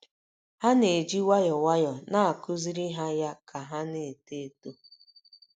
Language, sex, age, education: Igbo, female, 30-45, tertiary